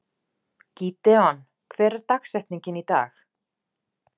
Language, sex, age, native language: Icelandic, female, 40-49, Icelandic